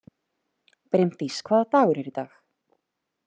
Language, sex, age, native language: Icelandic, female, 30-39, Icelandic